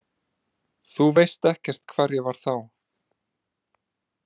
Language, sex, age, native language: Icelandic, male, 20-29, Icelandic